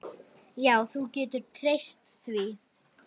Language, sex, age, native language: Icelandic, female, 9, Icelandic